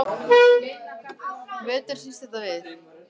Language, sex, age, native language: Icelandic, male, 13, Icelandic